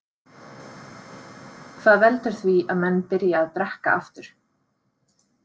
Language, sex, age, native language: Icelandic, female, 30-39, Icelandic